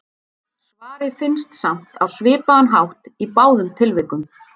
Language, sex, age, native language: Icelandic, female, 30-39, Icelandic